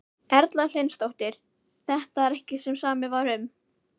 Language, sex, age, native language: Icelandic, female, 11, Icelandic